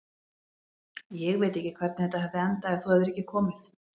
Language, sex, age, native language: Icelandic, female, 40-49, Icelandic